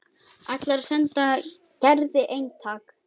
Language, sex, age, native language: Icelandic, female, 10, Icelandic